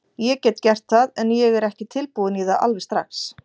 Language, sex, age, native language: Icelandic, female, 40-49, Icelandic